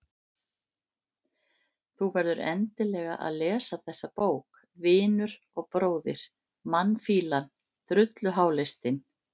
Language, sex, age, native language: Icelandic, female, 50-59, Icelandic